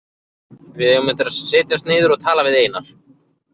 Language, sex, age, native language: Icelandic, male, 20-29, Icelandic